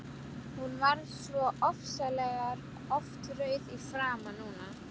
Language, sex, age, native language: Icelandic, female, 12, Icelandic